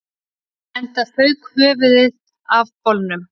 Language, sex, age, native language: Icelandic, female, 30-39, Icelandic